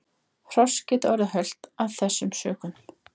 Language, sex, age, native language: Icelandic, female, 20-29, Icelandic